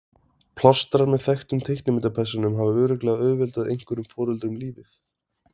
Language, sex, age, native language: Icelandic, male, 20-29, Icelandic